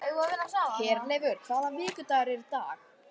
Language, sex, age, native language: Icelandic, female, 12, Icelandic